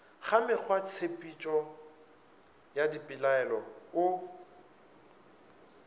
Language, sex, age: Northern Sotho, male, 24